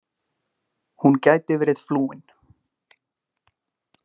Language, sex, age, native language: Icelandic, male, 20-29, Icelandic